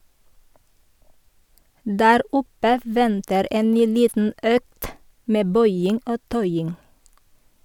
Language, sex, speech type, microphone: Norwegian, female, read, Sennheiser